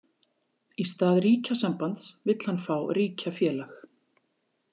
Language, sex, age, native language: Icelandic, female, 40-49, Icelandic